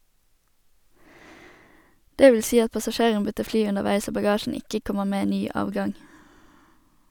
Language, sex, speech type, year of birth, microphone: Norwegian, female, read, 1991, Sennheiser